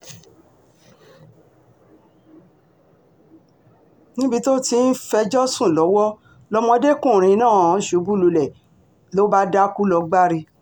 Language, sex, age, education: Yoruba, female, 60+, tertiary